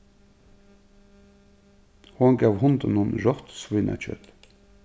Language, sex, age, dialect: Faroese, male, 36-60, Suðurstreymoy